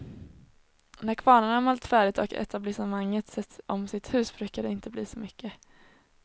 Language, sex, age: Swedish, female, 21